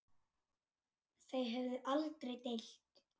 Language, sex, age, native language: Icelandic, male, 8, Icelandic